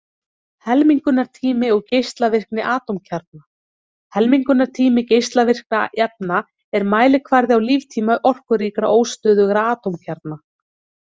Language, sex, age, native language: Icelandic, female, 30-39, Icelandic